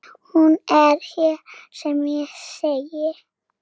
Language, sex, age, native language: Icelandic, female, 6, Icelandic